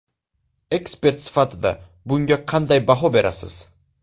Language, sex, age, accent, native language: Uzbek, male, 18-24, Navoiy, Uzbek